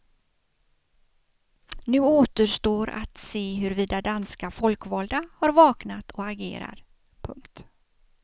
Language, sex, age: Swedish, female, 56